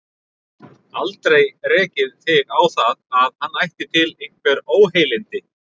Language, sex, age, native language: Icelandic, male, 30-39, Icelandic